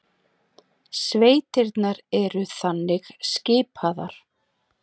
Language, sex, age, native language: Icelandic, female, 40-49, Icelandic